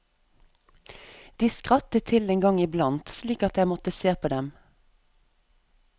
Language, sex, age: Norwegian, female, 34